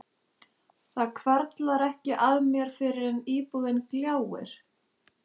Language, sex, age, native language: Icelandic, female, 11, Icelandic